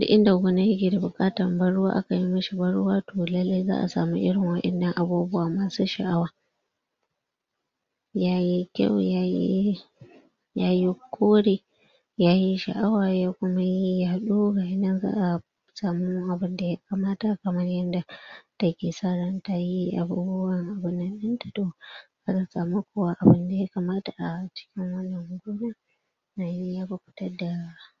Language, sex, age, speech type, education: Hausa, female, 46-60, spontaneous, tertiary